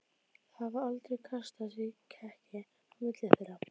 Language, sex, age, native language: Icelandic, female, 12, Icelandic